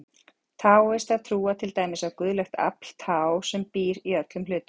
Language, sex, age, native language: Icelandic, female, 40-49, Icelandic